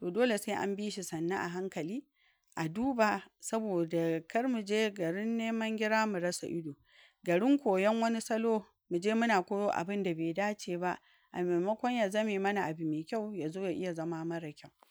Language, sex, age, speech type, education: Hausa, female, 46-60, spontaneous, tertiary